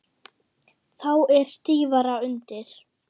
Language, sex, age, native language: Icelandic, female, 8, German